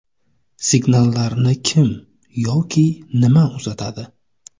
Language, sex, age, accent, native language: Uzbek, male, 25-34, Navoiy, Uzbek